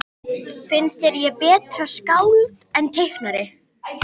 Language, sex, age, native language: Icelandic, female, 13, Icelandic